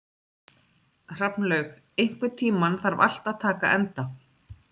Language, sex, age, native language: Icelandic, female, 30-39, Icelandic